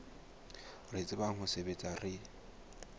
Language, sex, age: Southern Sotho, male, 19